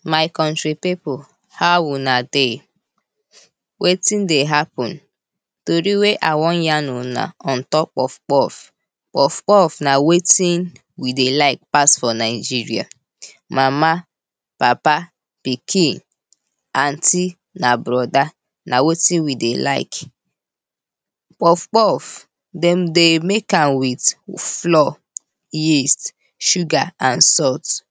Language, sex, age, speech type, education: Nigerian Pidgin, female, 15-29, spontaneous, tertiary